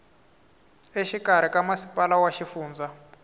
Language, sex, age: Tsonga, male, 22